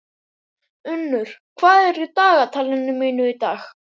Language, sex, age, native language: Icelandic, male, 11, Icelandic